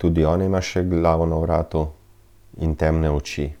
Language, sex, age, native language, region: Slovenian, male, 30-49, Slovenian, Central Slovenia